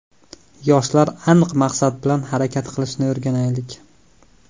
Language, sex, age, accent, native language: Uzbek, male, 19-29, Andijon, Uzbek